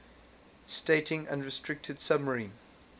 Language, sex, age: English, male, 22